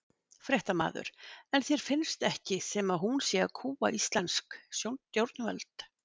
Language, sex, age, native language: Icelandic, female, 50-59, Icelandic